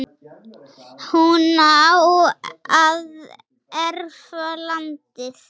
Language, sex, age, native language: Icelandic, female, 6, Icelandic